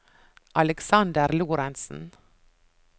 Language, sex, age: Norwegian, female, 49